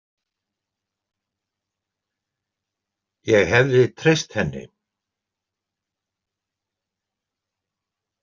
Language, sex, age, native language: Icelandic, male, 70-79, Icelandic